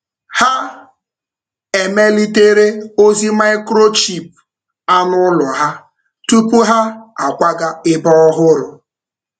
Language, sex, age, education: Igbo, male, 30-45, tertiary